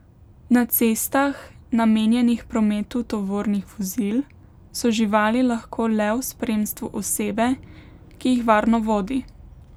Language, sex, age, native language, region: Slovenian, female, 18-29, Slovenian, Pomurje region